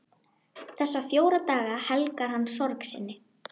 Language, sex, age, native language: Icelandic, female, 12, Icelandic